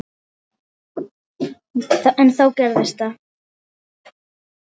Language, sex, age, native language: Icelandic, female, 8, Icelandic